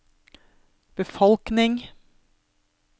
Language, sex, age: Norwegian, female, 32